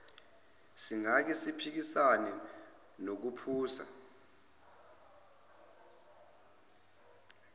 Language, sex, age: Zulu, male, 25